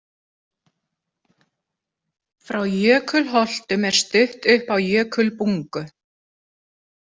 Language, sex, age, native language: Icelandic, female, 40-49, Icelandic